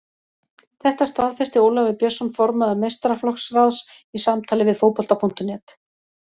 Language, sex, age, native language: Icelandic, female, 40-49, Icelandic